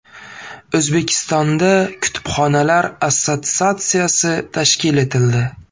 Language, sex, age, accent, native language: Uzbek, male, 18-24, Farg'ona, Uzbek